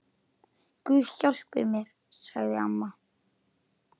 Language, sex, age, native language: Icelandic, male, 8, Icelandic